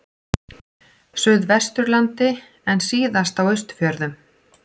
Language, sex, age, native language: Icelandic, female, 40-49, Icelandic